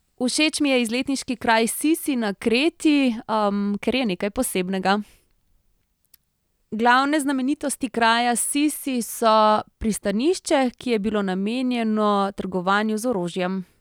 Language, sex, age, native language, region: Slovenian, female, 30-49, Slovenian, Central Slovenia